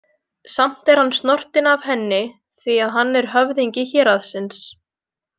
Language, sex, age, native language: Icelandic, female, 20-29, Icelandic